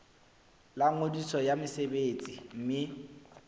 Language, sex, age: Southern Sotho, male, 25